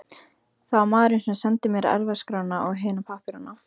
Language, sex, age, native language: Icelandic, female, 15, Icelandic